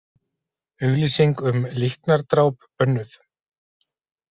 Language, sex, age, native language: Icelandic, male, 40-49, Icelandic